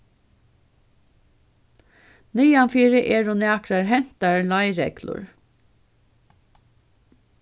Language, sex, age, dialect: Faroese, female, 36-60, Norðurstreymoy/Eysturoy